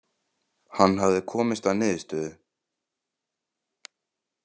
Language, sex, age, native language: Icelandic, male, 20-29, Icelandic